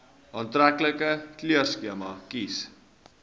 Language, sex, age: Afrikaans, male, 19